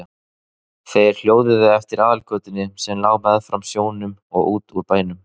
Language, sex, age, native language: Icelandic, male, 30-39, Icelandic